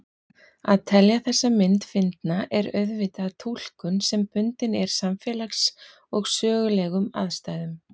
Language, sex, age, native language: Icelandic, female, 40-49, Icelandic